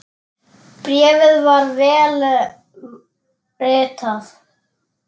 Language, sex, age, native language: Icelandic, male, 10, Icelandic